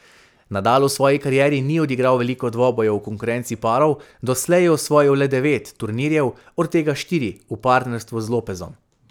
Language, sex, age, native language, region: Slovenian, male, 18-29, Slovenian, Savinja region